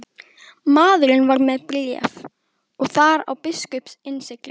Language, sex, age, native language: Icelandic, female, 12, Icelandic